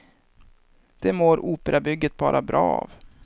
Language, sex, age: Swedish, male, 23